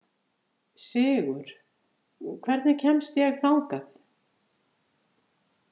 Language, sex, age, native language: Icelandic, female, 50-59, Icelandic